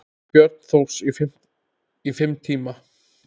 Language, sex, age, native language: Icelandic, male, 10, Icelandic